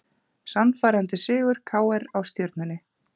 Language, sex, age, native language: Icelandic, female, 30-39, Icelandic